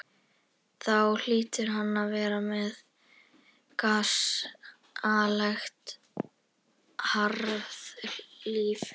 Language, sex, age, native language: Icelandic, female, 11, Icelandic